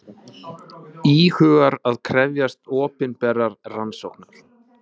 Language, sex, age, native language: Icelandic, male, 20-29, Icelandic